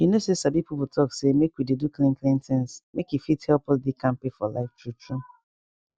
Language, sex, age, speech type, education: Nigerian Pidgin, female, 15-29, spontaneous, tertiary